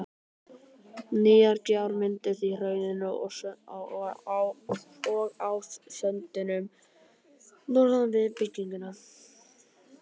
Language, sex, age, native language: Icelandic, male, 18-19, Icelandic